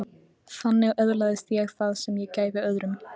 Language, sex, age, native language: Icelandic, female, 15, Icelandic